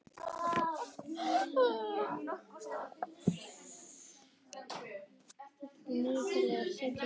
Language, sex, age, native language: Icelandic, female, 18-19, Icelandic